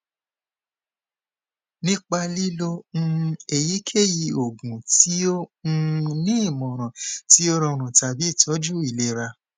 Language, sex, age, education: Yoruba, male, 15-29, tertiary